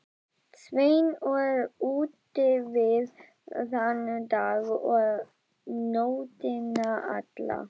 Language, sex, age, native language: Icelandic, female, 12, Icelandic